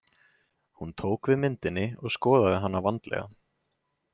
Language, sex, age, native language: Icelandic, male, 20-29, Icelandic